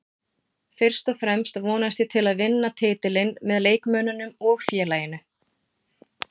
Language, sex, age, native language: Icelandic, female, 40-49, Icelandic